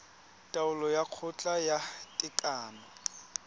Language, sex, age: Tswana, male, 23